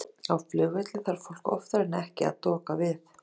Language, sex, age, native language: Icelandic, female, 30-39, Icelandic